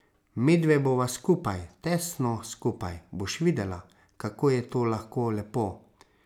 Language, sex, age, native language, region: Slovenian, male, 30-49, Slovenian, Savinja region